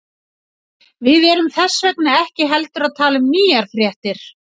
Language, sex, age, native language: Icelandic, female, 60-69, Icelandic